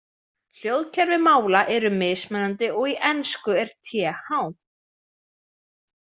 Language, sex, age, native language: Icelandic, female, 20-29, Icelandic